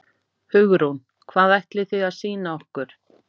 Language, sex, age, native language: Icelandic, female, 50-59, Icelandic